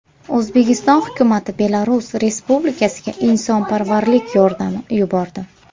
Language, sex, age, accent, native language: Uzbek, female, 19-29, Farg'ona, Uzbek